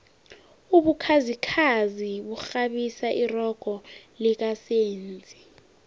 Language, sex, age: South Ndebele, female, 18